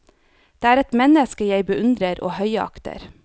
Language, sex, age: Norwegian, female, 30